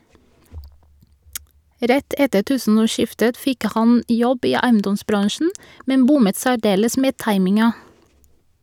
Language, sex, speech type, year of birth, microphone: Norwegian, female, read, 1982, Shure